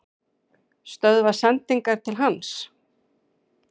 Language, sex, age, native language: Icelandic, female, 40-49, Icelandic